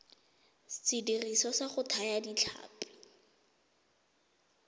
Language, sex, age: Tswana, female, 20